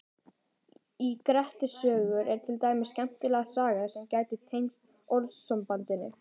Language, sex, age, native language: Icelandic, female, 18-19, Icelandic